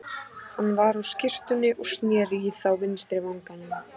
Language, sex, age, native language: Icelandic, female, 14, Icelandic